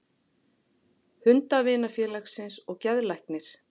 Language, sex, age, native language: Icelandic, female, 40-49, Icelandic